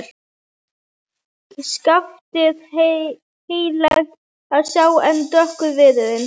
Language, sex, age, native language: Icelandic, female, 11, Icelandic